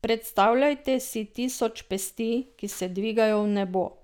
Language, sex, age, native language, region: Slovenian, female, 50-59, Slovenian, Drava region